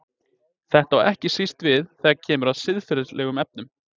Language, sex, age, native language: Icelandic, male, 20-29, Icelandic